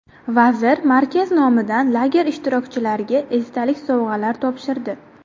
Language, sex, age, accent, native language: Uzbek, female, 19-29, Buxoro, Uzbek